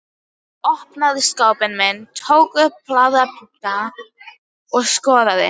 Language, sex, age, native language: Icelandic, female, 12, Icelandic